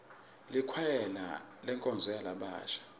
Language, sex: Swati, male